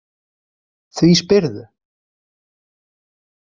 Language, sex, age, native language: Icelandic, male, 30-39, Icelandic